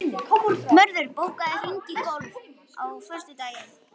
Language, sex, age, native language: Icelandic, male, 11, Icelandic